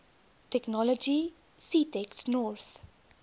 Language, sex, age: Afrikaans, female, 22